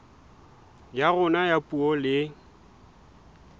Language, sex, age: Southern Sotho, male, 20